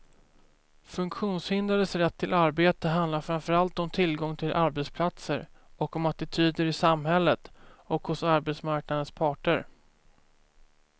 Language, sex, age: Swedish, male, 24